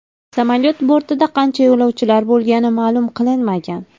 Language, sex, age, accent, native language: Uzbek, female, 19-29, Farg'ona, Uzbek